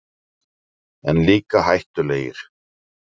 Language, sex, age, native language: Icelandic, male, 40-49, Icelandic